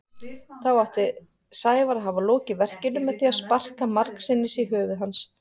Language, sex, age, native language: Icelandic, female, 40-49, Icelandic